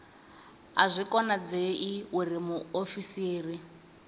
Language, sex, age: Venda, female, 20